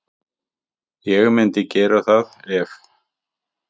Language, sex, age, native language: Icelandic, male, 50-59, Icelandic